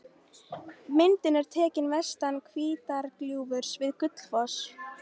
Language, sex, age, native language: Icelandic, female, 13, Icelandic